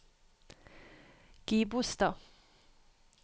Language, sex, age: Norwegian, female, 31